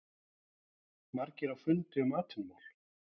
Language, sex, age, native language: Icelandic, male, 40-49, Icelandic